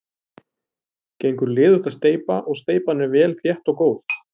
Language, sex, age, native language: Icelandic, male, 30-39, Icelandic